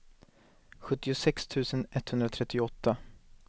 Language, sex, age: Swedish, male, 19